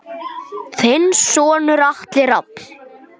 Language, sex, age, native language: Icelandic, male, 10, Icelandic